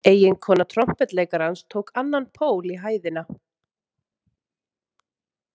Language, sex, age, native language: Icelandic, female, 30-39, Icelandic